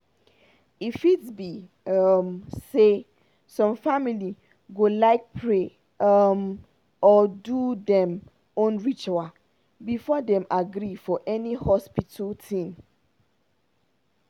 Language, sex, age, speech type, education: Nigerian Pidgin, female, 30-45, spontaneous, tertiary